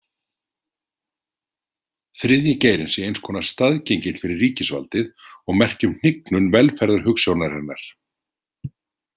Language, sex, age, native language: Icelandic, male, 40-49, Icelandic